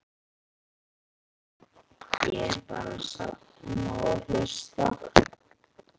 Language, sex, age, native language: Icelandic, male, 11, Icelandic